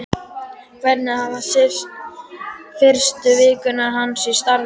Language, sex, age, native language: Icelandic, male, 12, Icelandic